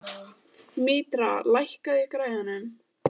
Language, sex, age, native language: Icelandic, female, 14, Icelandic